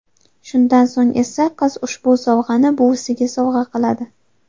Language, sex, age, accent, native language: Uzbek, female, 18-24, Qashqadaryo, Uzbek